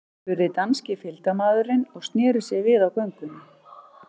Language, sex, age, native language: Icelandic, male, 11, Icelandic